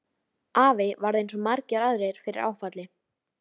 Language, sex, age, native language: Icelandic, female, 13, Icelandic